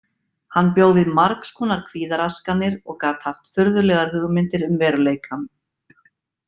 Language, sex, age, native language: Icelandic, female, 50-59, Icelandic